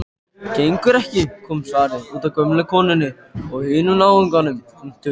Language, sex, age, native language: Icelandic, male, 14, Icelandic